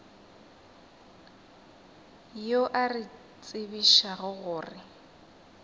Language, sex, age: Northern Sotho, female, 22